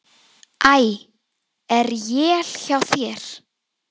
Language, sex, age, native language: Icelandic, female, 10, Icelandic